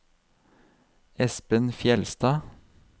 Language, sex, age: Norwegian, male, 32